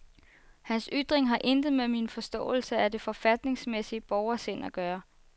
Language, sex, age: Danish, female, 24